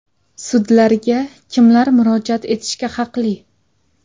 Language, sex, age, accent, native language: Uzbek, female, 19-29, Sirdaryo, Uzbek